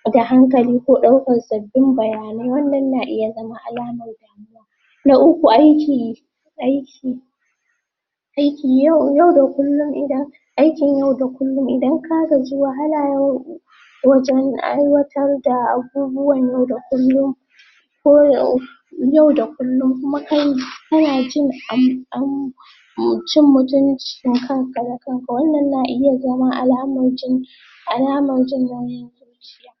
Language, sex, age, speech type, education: Hausa, female, 15-29, spontaneous, tertiary